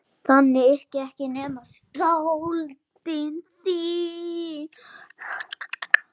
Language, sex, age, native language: Icelandic, male, 10, Icelandic